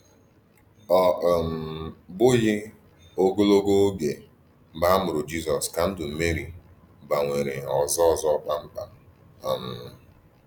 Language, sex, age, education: Igbo, male, 15-29, tertiary